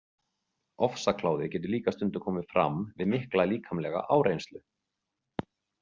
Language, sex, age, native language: Icelandic, male, 40-49, Icelandic